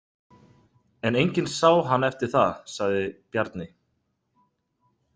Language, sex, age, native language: Icelandic, male, 30-39, Icelandic